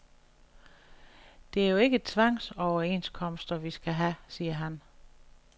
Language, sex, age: Danish, female, 61